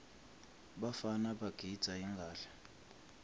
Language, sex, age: Swati, male, 25